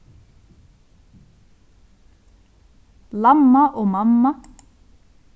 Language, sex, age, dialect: Faroese, female, 15-35, Suðurstreymoy